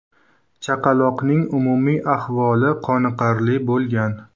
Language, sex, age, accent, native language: Uzbek, male, 19-29, Qashqadaryo, Uzbek